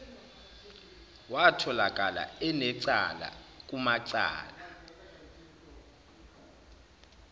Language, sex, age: Zulu, male, 29